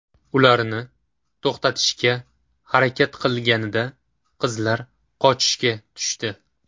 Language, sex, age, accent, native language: Uzbek, male, 18-24, Toshkent shahri, Uzbek